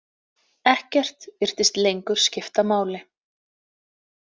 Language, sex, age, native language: Icelandic, female, 30-39, Icelandic